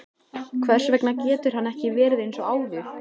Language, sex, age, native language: Icelandic, female, 14, Icelandic